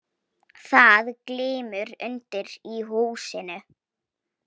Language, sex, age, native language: Icelandic, female, 18-19, Polish